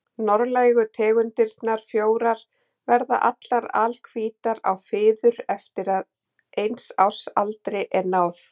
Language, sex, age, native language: Icelandic, female, 40-49, Icelandic